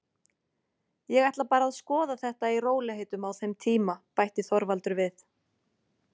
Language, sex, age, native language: Icelandic, female, 40-49, Icelandic